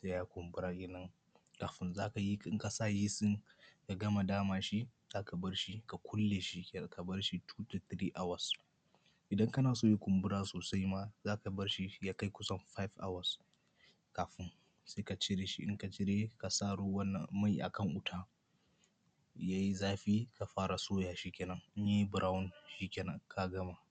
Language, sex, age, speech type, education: Hausa, male, 15-29, spontaneous, primary